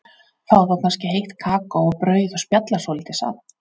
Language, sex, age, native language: Icelandic, female, 40-49, Icelandic